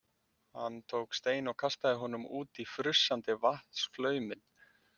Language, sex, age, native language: Icelandic, male, 20-29, Icelandic